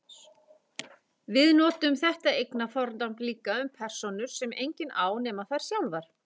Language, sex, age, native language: Icelandic, female, 40-49, Icelandic